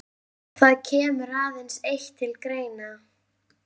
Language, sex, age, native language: Icelandic, female, 11, Icelandic